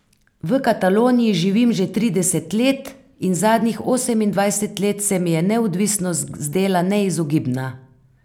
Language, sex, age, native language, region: Slovenian, female, 50-59, Slovenian, Carinthia region